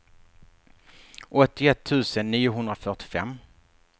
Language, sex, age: Swedish, male, 48